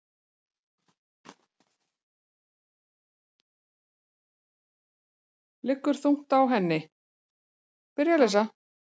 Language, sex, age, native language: Icelandic, male, 7, Icelandic